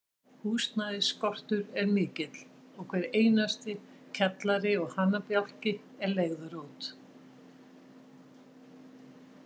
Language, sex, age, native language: Icelandic, female, 60-69, Icelandic